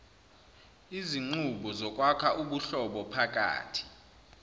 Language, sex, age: Zulu, male, 29